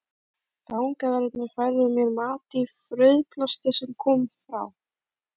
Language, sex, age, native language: Icelandic, female, 11, Icelandic